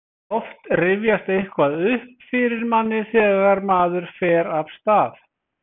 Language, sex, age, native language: Icelandic, male, 20-29, Icelandic